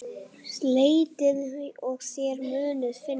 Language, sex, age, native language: Icelandic, male, 8, Icelandic